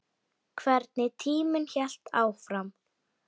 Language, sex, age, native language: Icelandic, male, 8, Icelandic